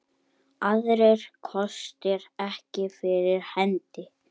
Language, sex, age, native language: Icelandic, male, 8, Icelandic